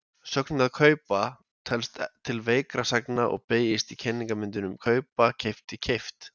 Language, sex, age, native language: Icelandic, male, 20-29, Icelandic